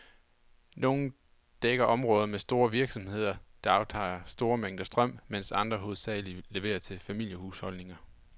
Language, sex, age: Danish, male, 28